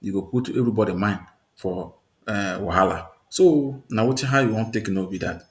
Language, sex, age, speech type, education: Nigerian Pidgin, male, 30-45, spontaneous, tertiary